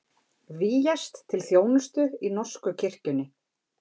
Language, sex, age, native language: Icelandic, female, 50-59, Icelandic